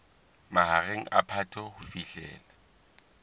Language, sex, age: Southern Sotho, male, 20